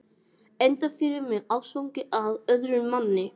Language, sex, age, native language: Icelandic, male, 18-19, English